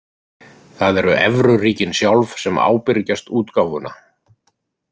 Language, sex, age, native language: Icelandic, male, 50-59, Icelandic